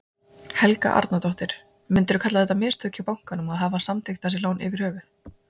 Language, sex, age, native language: Icelandic, female, 20-29, Icelandic